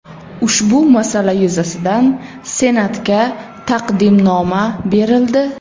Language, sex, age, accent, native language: Uzbek, male, 25-34, Buxoro, Uzbek